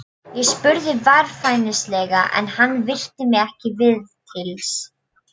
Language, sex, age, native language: Icelandic, female, 12, Polish